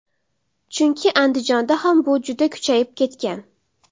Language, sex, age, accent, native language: Uzbek, female, 18-24, Samarqand, Uzbek